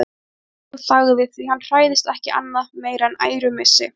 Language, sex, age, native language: Icelandic, female, 20-29, Icelandic